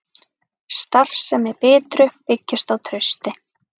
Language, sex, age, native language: Icelandic, female, 30-39, Icelandic